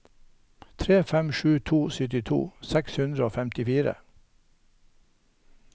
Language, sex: Norwegian, male